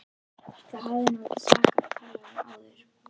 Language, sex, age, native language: Icelandic, female, 11, Icelandic